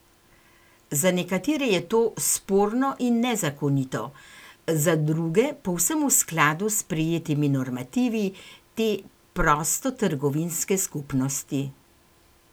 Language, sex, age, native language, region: Slovenian, female, 60+, Slovenian, Gorenjska region